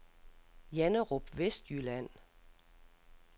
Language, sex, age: Danish, female, 60